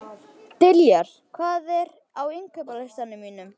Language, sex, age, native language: Icelandic, male, 11, Icelandic